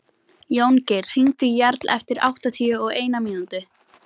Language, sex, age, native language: Icelandic, female, 18-19, Icelandic